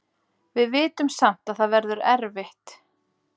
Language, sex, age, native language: Icelandic, female, 40-49, Icelandic